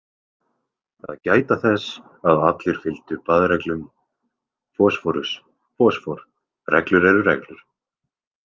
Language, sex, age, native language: Icelandic, male, 20-29, Icelandic